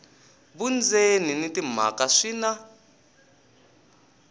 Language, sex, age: Tsonga, male, 20